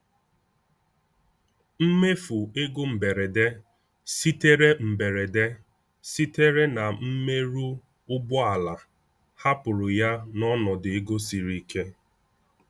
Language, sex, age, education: Igbo, male, 15-29, tertiary